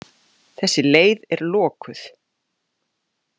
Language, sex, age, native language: Icelandic, female, 40-49, Icelandic